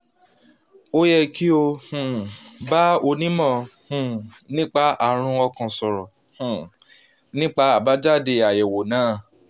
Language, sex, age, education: Yoruba, male, 15-29, tertiary